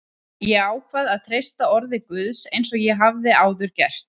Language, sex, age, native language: Icelandic, female, 20-29, Icelandic